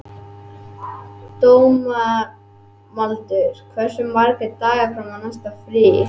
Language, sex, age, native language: Icelandic, male, 11, Icelandic